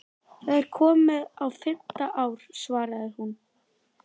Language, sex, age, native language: Icelandic, female, 13, Icelandic